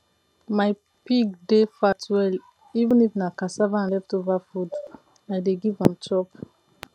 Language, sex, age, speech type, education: Nigerian Pidgin, female, 15-29, spontaneous, tertiary